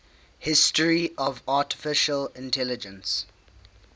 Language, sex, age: English, male, 18